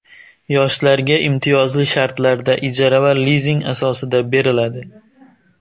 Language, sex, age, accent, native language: Uzbek, male, 18-24, Xorazm, Uzbek